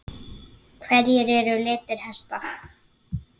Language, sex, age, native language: Icelandic, female, 9, Icelandic